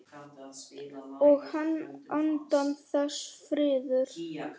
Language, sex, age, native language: Icelandic, female, 9, Icelandic